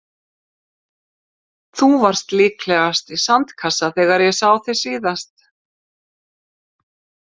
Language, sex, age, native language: Icelandic, female, 50-59, Icelandic